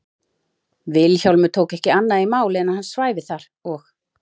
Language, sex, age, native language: Icelandic, female, 40-49, Icelandic